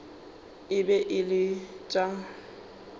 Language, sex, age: Northern Sotho, female, 29